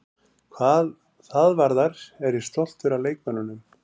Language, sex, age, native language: Icelandic, male, 40-49, Icelandic